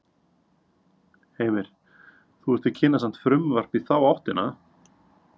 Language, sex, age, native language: Icelandic, male, 30-39, Icelandic